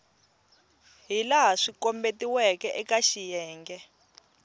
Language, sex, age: Tsonga, female, 20